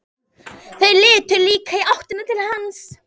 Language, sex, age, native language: Icelandic, female, 11, Icelandic